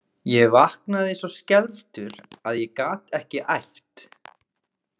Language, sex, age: Icelandic, male, 20-29